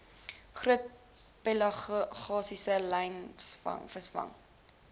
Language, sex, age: Afrikaans, female, 20